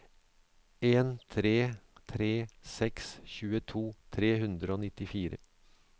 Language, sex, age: Norwegian, male, 63